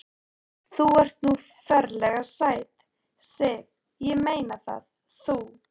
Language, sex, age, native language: Icelandic, female, 13, Icelandic